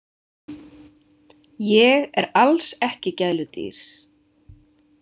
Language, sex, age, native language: Icelandic, female, 20-29, Icelandic